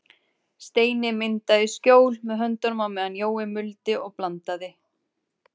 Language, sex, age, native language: Icelandic, female, 30-39, Icelandic